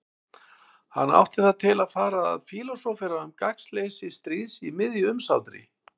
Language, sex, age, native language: Icelandic, male, 60-69, Icelandic